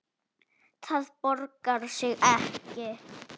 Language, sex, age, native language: Icelandic, male, 7, Icelandic